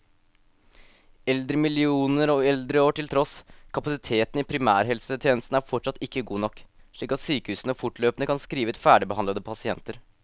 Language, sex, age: Norwegian, male, 18